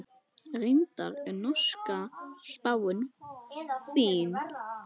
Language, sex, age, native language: Icelandic, male, 10, Icelandic